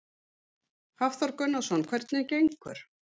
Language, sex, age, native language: Icelandic, female, 50-59, Icelandic